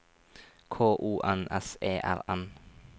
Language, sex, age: Norwegian, male, 23